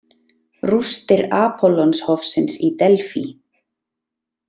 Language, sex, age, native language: Icelandic, female, 30-39, Icelandic